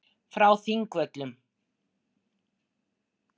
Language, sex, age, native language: Icelandic, female, 60-69, Icelandic